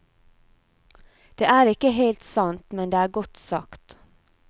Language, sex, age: Norwegian, female, 34